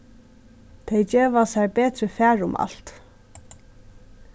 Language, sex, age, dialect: Faroese, female, 36-60, Suðurstreymoy